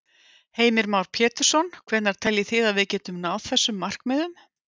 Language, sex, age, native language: Icelandic, female, 50-59, Icelandic